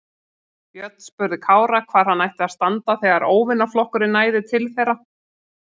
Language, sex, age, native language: Icelandic, female, 40-49, Icelandic